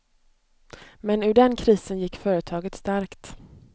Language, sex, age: Swedish, female, 29